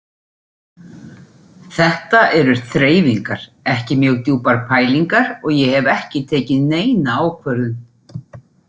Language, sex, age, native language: Icelandic, female, 40-49, Icelandic